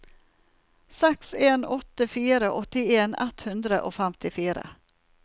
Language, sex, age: Norwegian, female, 47